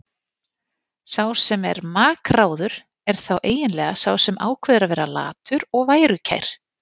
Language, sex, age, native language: Icelandic, female, 40-49, Icelandic